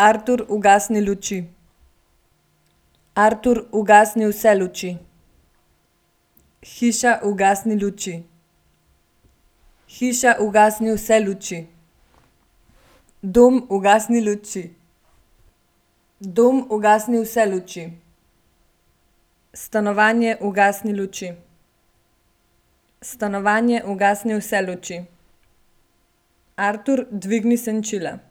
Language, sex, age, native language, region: Slovenian, female, 18-29, Slovenian, Gorenjska region